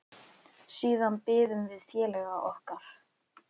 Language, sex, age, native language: Icelandic, male, 8, Icelandic